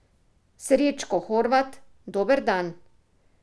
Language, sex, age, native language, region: Slovenian, female, 50-59, Slovenian, Drava region